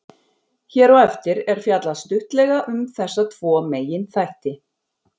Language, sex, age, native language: Icelandic, female, 40-49, Icelandic